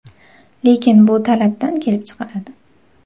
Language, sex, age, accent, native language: Uzbek, female, 19-29, Navoiy, Uzbek